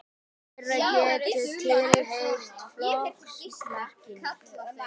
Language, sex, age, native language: Icelandic, female, 18-19, Icelandic